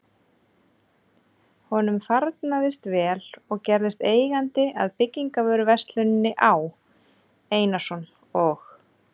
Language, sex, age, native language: Icelandic, female, 30-39, Icelandic